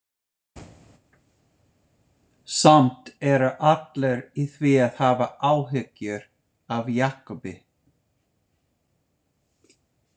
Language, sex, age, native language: Icelandic, male, 50-59, English